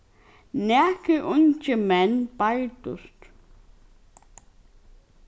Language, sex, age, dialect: Faroese, female, 15-35, Norðurstreymoy/Eysturoy